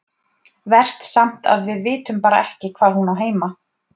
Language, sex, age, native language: Icelandic, female, 30-39, Icelandic